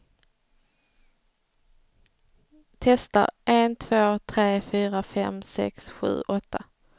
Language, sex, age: Swedish, female, 30